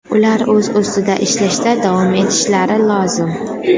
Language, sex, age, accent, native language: Uzbek, female, under 19, Qashqadaryo, Uzbek